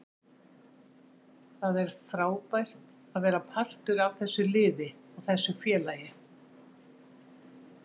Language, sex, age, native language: Icelandic, female, 60-69, Icelandic